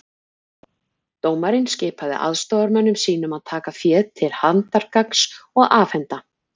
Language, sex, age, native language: Icelandic, female, 40-49, Icelandic